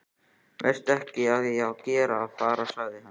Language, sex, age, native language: Icelandic, female, 14, Icelandic